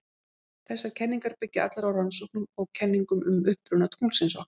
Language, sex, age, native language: Icelandic, female, 50-59, Icelandic